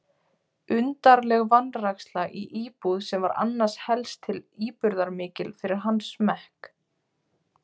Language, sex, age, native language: Icelandic, female, 20-29, Icelandic